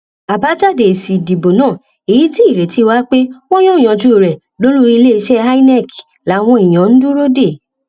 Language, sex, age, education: Yoruba, female, 15-29, tertiary